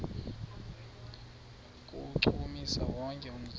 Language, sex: Xhosa, male